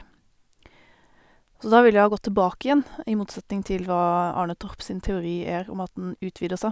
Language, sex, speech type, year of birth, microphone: Norwegian, female, spontaneous, 1988, Sennheiser